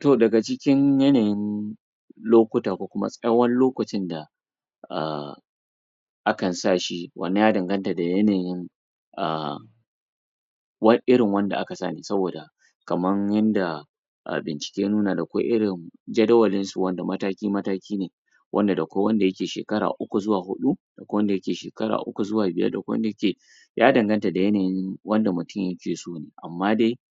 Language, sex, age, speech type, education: Hausa, male, 30-45, spontaneous, tertiary